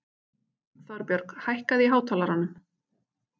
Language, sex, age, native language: Icelandic, female, 40-49, Icelandic